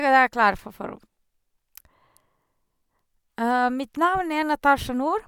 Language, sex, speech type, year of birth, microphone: Norwegian, female, spontaneous, 1978, Sennheiser